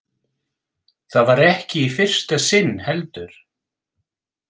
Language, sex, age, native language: Icelandic, male, 60-69, English